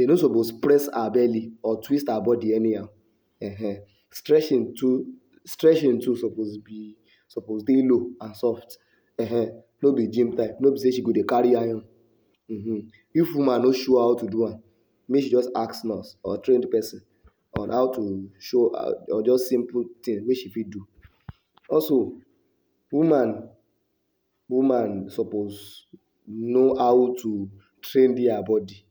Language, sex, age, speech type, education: Nigerian Pidgin, male, 60+, spontaneous, tertiary